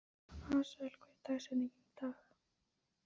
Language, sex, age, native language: Icelandic, female, 14, Icelandic